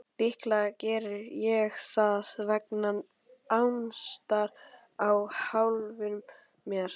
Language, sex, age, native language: Icelandic, male, 12, Icelandic